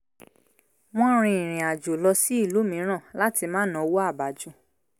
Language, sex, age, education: Yoruba, female, 15-29, tertiary